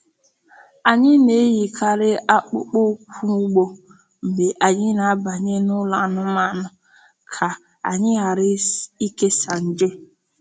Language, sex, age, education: Igbo, female, 15-29, tertiary